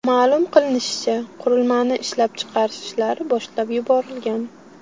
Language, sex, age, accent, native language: Uzbek, female, 18-24, Qashqadaryo, Uzbek